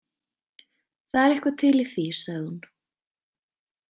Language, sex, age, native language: Icelandic, female, 20-29, Icelandic